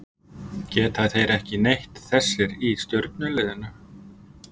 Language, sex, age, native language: Icelandic, male, 50-59, Icelandic